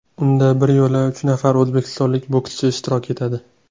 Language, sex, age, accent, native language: Uzbek, male, 19-29, Toshkent shahri, Uzbek